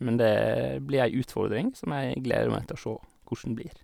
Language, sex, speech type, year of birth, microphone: Norwegian, male, spontaneous, 1986, Sennheiser